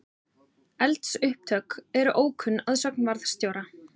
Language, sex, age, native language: Icelandic, female, 30-39, Icelandic